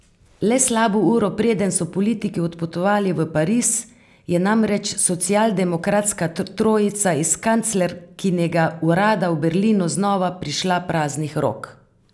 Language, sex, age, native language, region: Slovenian, female, 50-59, Slovenian, Carinthia region